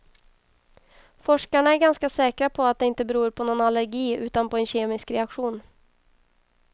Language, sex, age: Swedish, female, 22